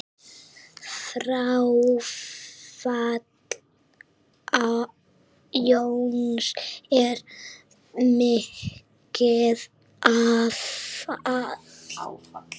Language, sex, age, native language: Icelandic, female, 7, Icelandic